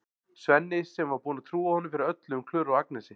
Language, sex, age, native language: Icelandic, male, 40-49, Icelandic